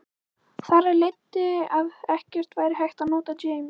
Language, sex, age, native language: Icelandic, female, 14, Icelandic